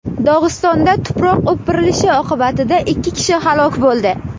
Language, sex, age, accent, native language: Uzbek, female, 18-24, Surxondaryo, Uzbek